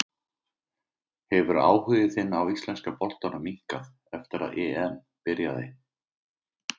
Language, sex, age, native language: Icelandic, male, 50-59, Icelandic